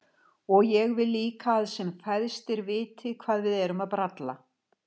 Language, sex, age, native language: Icelandic, female, 60-69, Icelandic